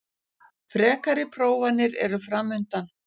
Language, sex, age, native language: Icelandic, female, 60-69, Icelandic